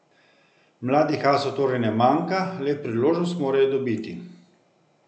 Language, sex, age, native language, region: Slovenian, male, 50-59, Slovenian, Central Slovenia